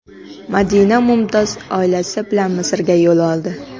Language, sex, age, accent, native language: Uzbek, female, 18-24, Qoraqalpog'iston, Karakalpak